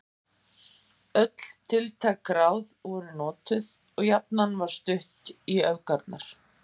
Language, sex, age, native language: Icelandic, female, 50-59, Icelandic